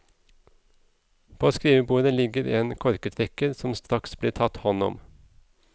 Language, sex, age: Norwegian, male, 37